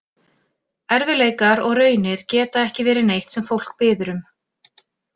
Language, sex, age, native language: Icelandic, female, 40-49, Icelandic